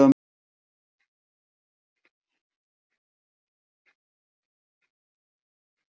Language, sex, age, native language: Icelandic, female, 60-69, Icelandic